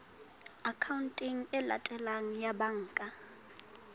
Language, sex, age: Southern Sotho, female, 19